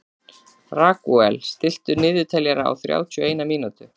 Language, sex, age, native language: Icelandic, female, 40-49, Icelandic